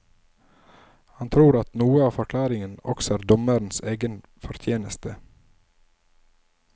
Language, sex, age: Norwegian, male, 27